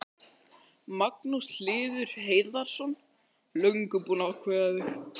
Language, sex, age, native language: Icelandic, male, 13, Icelandic